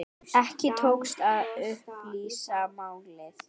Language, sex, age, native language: Icelandic, female, 9, Icelandic